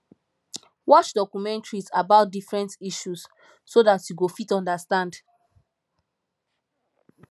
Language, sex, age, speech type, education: Nigerian Pidgin, female, 15-29, spontaneous, tertiary